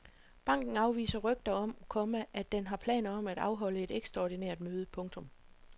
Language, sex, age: Danish, female, 40